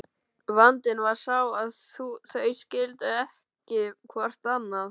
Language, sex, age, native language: Icelandic, male, 12, Icelandic